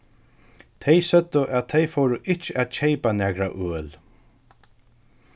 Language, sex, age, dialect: Faroese, male, 36-60, Suðurstreymoy